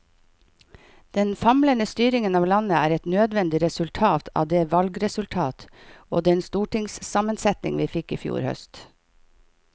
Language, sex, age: Norwegian, female, 51